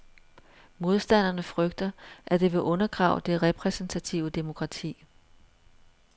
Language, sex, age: Danish, female, 42